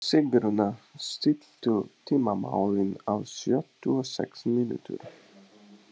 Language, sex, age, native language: Icelandic, male, 20-29, Icelandic